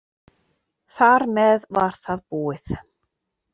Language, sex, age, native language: Icelandic, female, 40-49, Icelandic